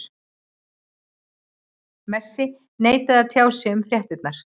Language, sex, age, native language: Icelandic, female, 40-49, Icelandic